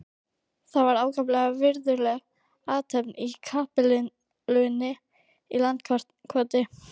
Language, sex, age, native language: Icelandic, female, 12, Icelandic